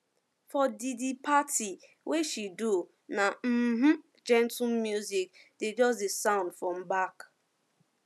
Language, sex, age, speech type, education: Nigerian Pidgin, female, 15-29, spontaneous, secondary